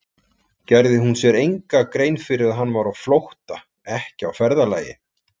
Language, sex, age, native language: Icelandic, male, 40-49, Icelandic